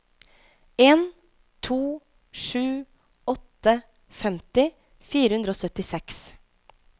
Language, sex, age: Norwegian, female, 25